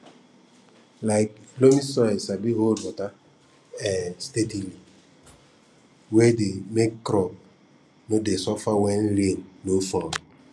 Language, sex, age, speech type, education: Nigerian Pidgin, female, 15-29, spontaneous, tertiary